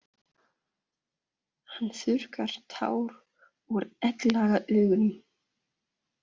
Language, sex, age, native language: Icelandic, female, 30-39, Danish